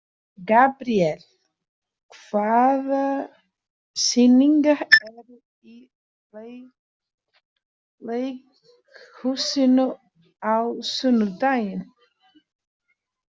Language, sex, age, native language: Icelandic, female, 30-39, Portuguese